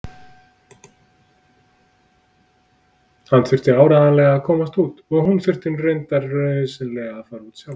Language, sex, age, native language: Icelandic, male, 30-39, Icelandic